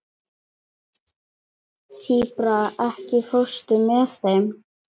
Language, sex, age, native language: Icelandic, female, 11, Icelandic